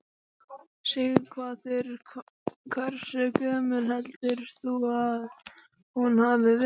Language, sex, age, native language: Icelandic, male, 12, Icelandic